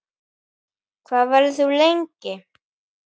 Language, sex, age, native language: Icelandic, female, 8, Icelandic